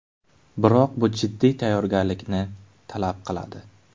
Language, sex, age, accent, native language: Uzbek, male, 18-24, Buxoro, Uzbek